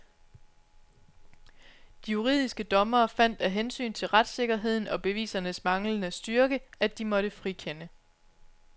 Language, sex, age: Danish, female, 29